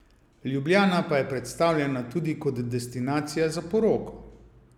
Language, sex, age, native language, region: Slovenian, male, 50-59, Slovenian, Savinja region